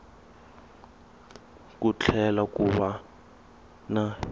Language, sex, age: Tsonga, male, 21